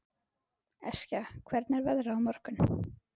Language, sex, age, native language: Icelandic, female, 12, Icelandic